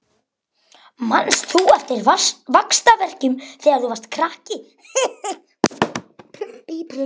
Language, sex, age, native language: Icelandic, male, 11, Icelandic